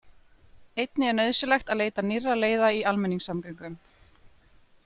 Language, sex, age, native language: Icelandic, female, 20-29, Icelandic